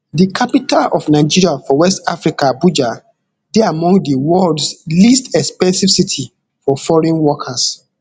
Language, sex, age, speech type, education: Nigerian Pidgin, male, 15-29, spontaneous, tertiary